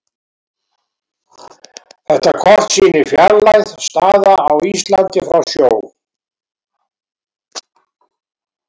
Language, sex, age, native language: Icelandic, male, 70-79, Icelandic